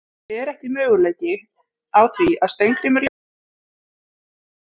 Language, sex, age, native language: Icelandic, female, 40-49, Icelandic